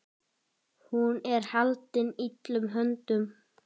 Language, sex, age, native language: Icelandic, female, 10, Icelandic